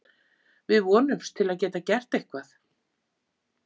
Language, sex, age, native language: Icelandic, female, 50-59, Icelandic